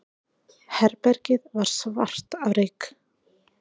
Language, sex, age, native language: Icelandic, female, 40-49, Icelandic